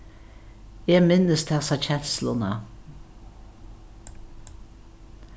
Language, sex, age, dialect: Faroese, female, 61+, Norðuroyggjar